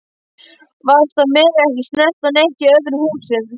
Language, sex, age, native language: Icelandic, male, 12, Icelandic